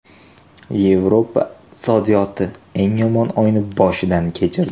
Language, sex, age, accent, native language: Uzbek, male, 18-24, Toshkent shahri, Uzbek